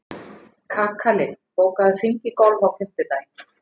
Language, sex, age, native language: Icelandic, female, 50-59, Icelandic